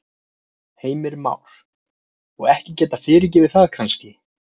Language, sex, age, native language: Icelandic, male, 20-29, Icelandic